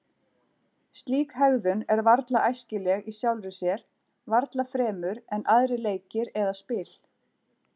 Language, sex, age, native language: Icelandic, female, 40-49, Icelandic